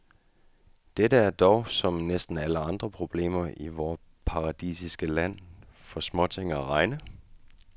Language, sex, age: Danish, male, 35